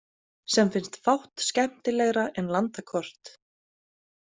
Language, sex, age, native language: Icelandic, female, 30-39, Icelandic